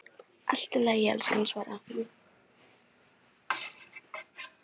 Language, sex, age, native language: Icelandic, female, 11, Polish